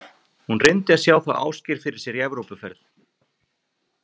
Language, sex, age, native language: Icelandic, male, 40-49, Icelandic